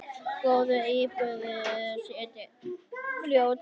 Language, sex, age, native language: Icelandic, female, 9, Icelandic